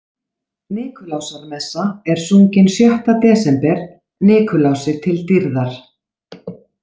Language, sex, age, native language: Icelandic, female, 40-49, Icelandic